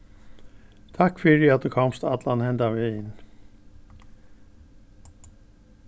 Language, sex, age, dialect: Faroese, male, 61+, Norðurstreymoy/Eysturoy